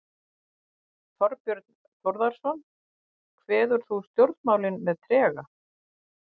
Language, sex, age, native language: Icelandic, female, 50-59, Icelandic